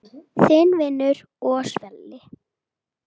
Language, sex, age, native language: Icelandic, female, 8, Icelandic